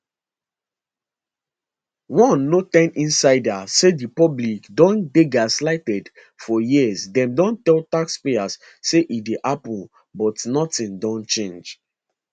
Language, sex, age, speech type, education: Nigerian Pidgin, male, 15-29, spontaneous, secondary